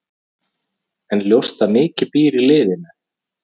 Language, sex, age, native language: Icelandic, male, 30-39, Icelandic